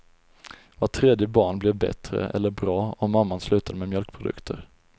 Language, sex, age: Swedish, male, 20